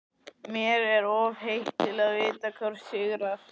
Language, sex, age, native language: Icelandic, male, 14, Icelandic